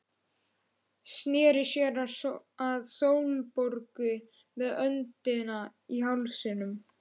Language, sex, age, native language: Icelandic, male, 11, Icelandic